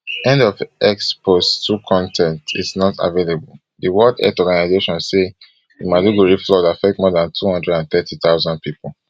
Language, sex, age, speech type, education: Nigerian Pidgin, male, 15-29, spontaneous, tertiary